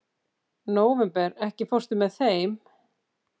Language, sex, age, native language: Icelandic, female, 50-59, Icelandic